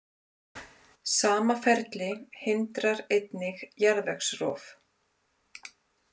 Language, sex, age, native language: Icelandic, female, 40-49, Icelandic